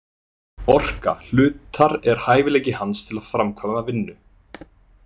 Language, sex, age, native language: Icelandic, male, 20-29, Icelandic